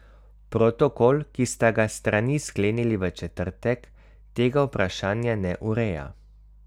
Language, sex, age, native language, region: Slovenian, male, 30-49, Slovenian, Carinthia region